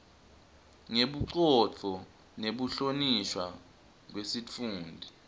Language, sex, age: Swati, male, 20